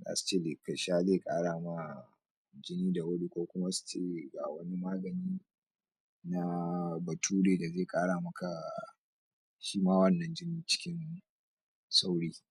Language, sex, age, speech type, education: Hausa, male, 46-60, spontaneous, tertiary